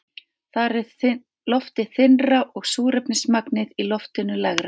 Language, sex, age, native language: Icelandic, female, 50-59, Icelandic